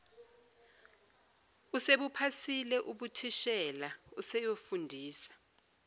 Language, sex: Zulu, female